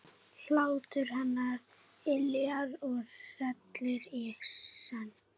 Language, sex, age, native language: Icelandic, female, 11, Icelandic